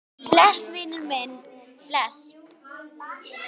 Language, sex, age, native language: Icelandic, female, 10, Icelandic